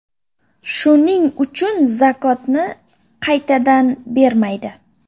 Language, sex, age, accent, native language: Uzbek, female, 25-34, Toshkent shahri, Uzbek